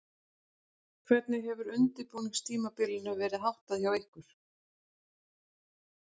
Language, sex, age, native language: Icelandic, female, 40-49, Icelandic